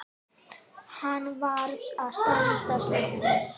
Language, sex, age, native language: Icelandic, female, 9, Icelandic